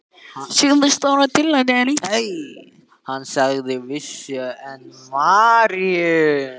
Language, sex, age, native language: Icelandic, male, 14, Icelandic